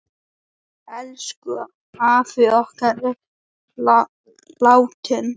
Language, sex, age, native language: Icelandic, male, 8, Icelandic